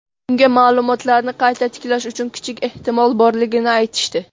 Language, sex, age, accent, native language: Uzbek, male, under 19, Namangan, Uzbek